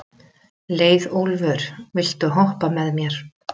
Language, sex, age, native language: Icelandic, female, 30-39, Icelandic